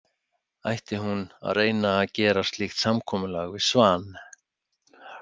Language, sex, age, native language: Icelandic, male, 60-69, Icelandic